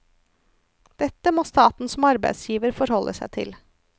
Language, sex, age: Norwegian, female, 34